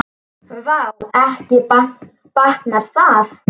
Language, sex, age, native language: Icelandic, female, 10, Icelandic